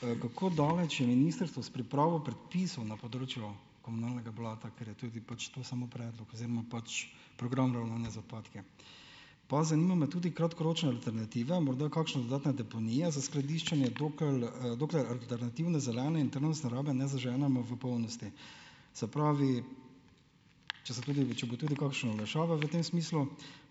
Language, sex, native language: Slovenian, male, Slovenian